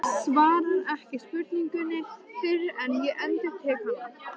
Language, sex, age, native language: Icelandic, female, 13, Icelandic